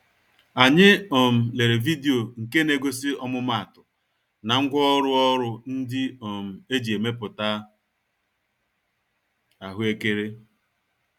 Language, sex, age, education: Igbo, male, 46-60, tertiary